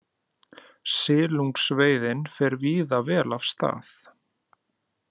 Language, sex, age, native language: Icelandic, male, 30-39, Icelandic